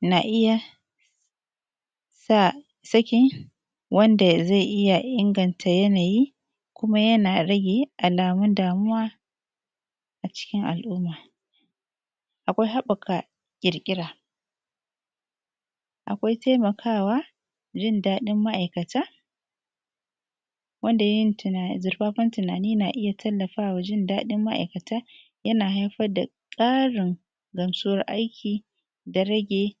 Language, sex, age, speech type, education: Hausa, female, 30-45, spontaneous, tertiary